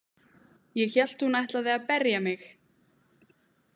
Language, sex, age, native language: Icelandic, female, 18-19, Icelandic